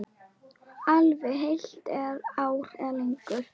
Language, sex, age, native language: Icelandic, female, 9, Icelandic